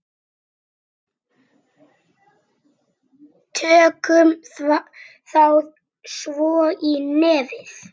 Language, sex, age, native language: Icelandic, male, 7, Icelandic